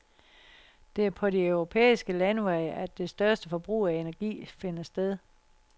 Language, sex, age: Danish, female, 60